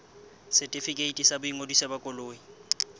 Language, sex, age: Southern Sotho, male, 21